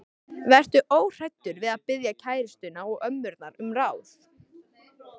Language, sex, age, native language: Icelandic, male, 13, Icelandic